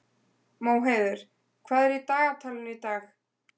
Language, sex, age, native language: Icelandic, female, 20-29, Icelandic